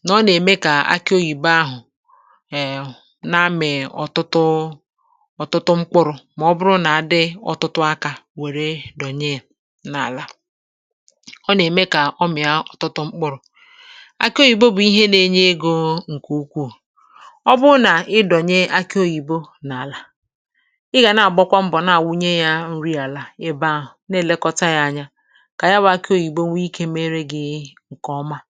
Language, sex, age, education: Igbo, female, 46-60, tertiary